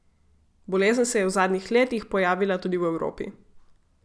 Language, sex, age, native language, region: Slovenian, female, 18-29, Slovenian, Gorica region